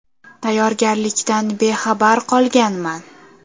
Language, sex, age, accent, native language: Uzbek, female, under 19, Toshkent shahri, Uzbek